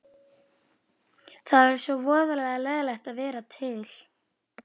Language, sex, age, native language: Icelandic, female, 12, Icelandic